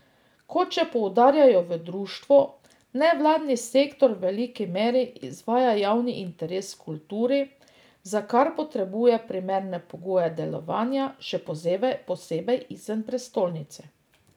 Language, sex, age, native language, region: Slovenian, female, 50-59, Slovenian, Drava region